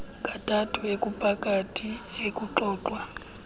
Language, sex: Xhosa, female